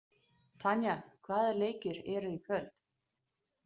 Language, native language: Icelandic, Danish